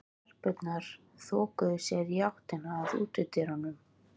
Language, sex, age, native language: Icelandic, female, 13, Icelandic